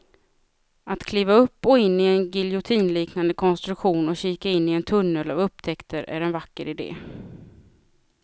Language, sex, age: Swedish, female, 36